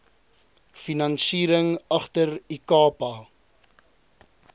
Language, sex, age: Afrikaans, male, 20